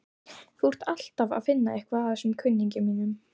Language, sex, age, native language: Icelandic, female, 12, Icelandic